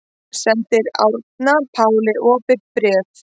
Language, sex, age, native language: Icelandic, female, 30-39, Icelandic